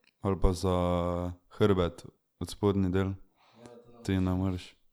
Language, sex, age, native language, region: Slovenian, male, 18-29, Slovenian, Drava region